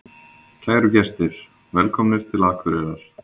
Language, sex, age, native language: Icelandic, male, 20-29, Icelandic